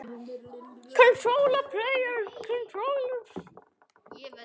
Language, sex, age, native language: Icelandic, male, 9, Icelandic